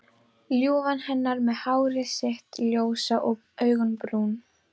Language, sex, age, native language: Icelandic, female, 12, Icelandic